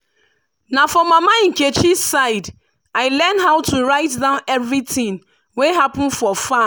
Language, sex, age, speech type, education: Nigerian Pidgin, female, 30-45, spontaneous, tertiary